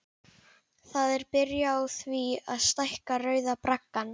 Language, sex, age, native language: Icelandic, female, 11, Icelandic